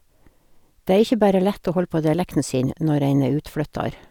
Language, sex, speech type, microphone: Norwegian, female, spontaneous, Sennheiser